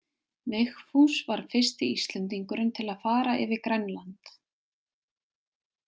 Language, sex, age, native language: Icelandic, female, 20-29, Icelandic